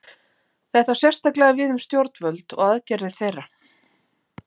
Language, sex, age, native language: Icelandic, female, 40-49, Icelandic